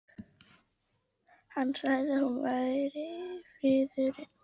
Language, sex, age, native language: Icelandic, female, 12, Icelandic